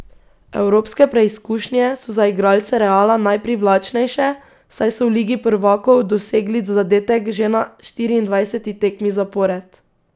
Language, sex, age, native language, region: Slovenian, female, 18-29, Slovenian, Pomurje region